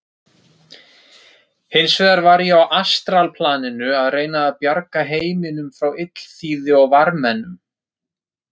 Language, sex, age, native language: Icelandic, male, 30-39, Icelandic